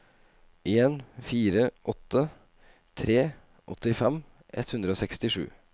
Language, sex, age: Norwegian, male, 25